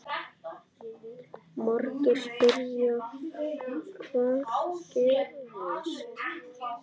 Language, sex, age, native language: Icelandic, male, 9, Icelandic